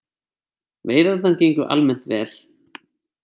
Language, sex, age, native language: Icelandic, male, 30-39, Icelandic